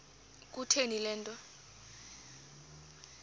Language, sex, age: Xhosa, female, 23